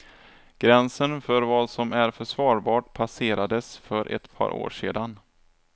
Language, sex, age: Swedish, male, 27